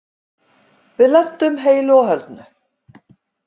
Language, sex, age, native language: Icelandic, female, 50-59, Icelandic